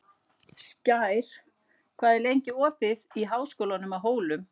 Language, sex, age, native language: Icelandic, female, 40-49, Icelandic